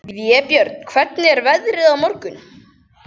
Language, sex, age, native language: Icelandic, other, 12, Icelandic